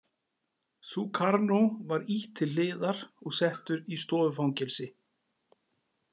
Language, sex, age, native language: Icelandic, male, 40-49, Icelandic